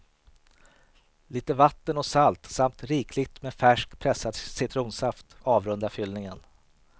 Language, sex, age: Swedish, male, 38